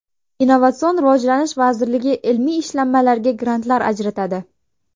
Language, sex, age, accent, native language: Uzbek, male, 18-24, Toshkent viloyati, Uzbek